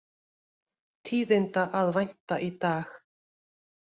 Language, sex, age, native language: Icelandic, female, 50-59, Icelandic